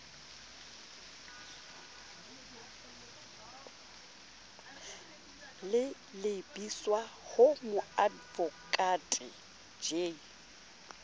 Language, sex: Southern Sotho, female